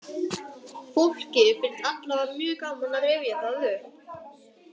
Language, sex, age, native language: Icelandic, other, 18-19, Icelandic